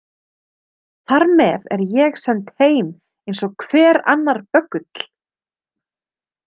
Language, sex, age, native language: Icelandic, female, 30-39, Icelandic